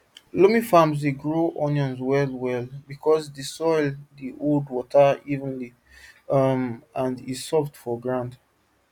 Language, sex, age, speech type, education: Nigerian Pidgin, male, 15-29, spontaneous, tertiary